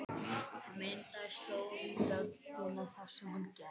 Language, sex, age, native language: Icelandic, male, 11, Icelandic